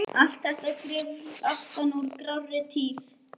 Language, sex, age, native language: Icelandic, male, 11, Icelandic